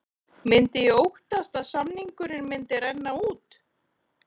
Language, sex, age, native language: Icelandic, female, 40-49, Icelandic